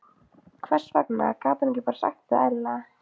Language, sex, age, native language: Icelandic, female, 15, Icelandic